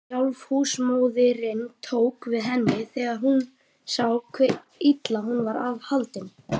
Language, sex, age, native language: Icelandic, male, 30-39, Icelandic